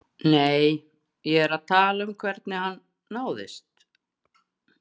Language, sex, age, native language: Icelandic, female, 40-49, Icelandic